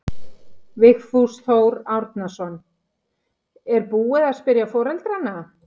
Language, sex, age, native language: Icelandic, female, 50-59, Icelandic